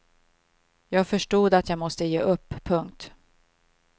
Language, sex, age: Swedish, female, 52